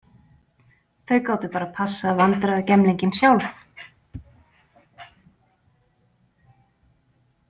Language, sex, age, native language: Icelandic, female, 40-49, Icelandic